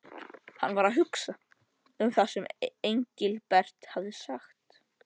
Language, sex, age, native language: Icelandic, male, 13, Icelandic